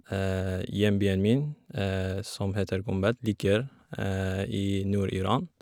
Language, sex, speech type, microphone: Norwegian, female, spontaneous, Shure